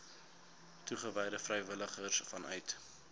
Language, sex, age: Afrikaans, male, 19